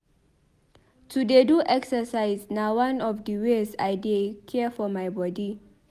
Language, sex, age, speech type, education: Nigerian Pidgin, female, 15-29, read, tertiary